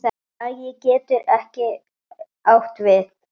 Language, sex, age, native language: Icelandic, male, 9, Icelandic